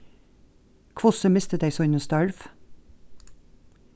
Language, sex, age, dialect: Faroese, female, 36-60, Norðuroyggjar